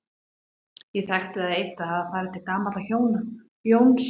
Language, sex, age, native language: Icelandic, female, 40-49, Icelandic